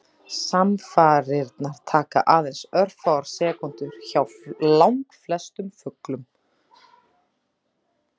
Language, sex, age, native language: Icelandic, female, 30-39, Icelandic